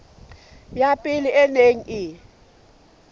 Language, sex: Southern Sotho, female